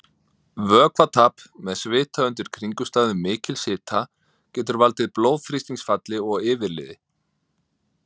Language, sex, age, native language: Icelandic, male, 30-39, Icelandic